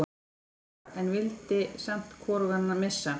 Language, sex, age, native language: Icelandic, female, 14, Icelandic